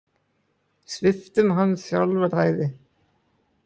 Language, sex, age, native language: Icelandic, male, 20-29, Icelandic